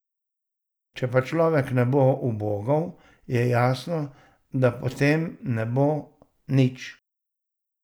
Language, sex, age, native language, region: Slovenian, male, 60+, Slovenian, Savinja region